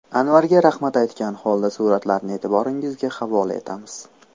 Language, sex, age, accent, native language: Uzbek, male, 18-24, Namangan, Uzbek